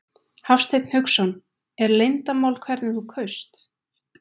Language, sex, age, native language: Icelandic, female, 20-29, Icelandic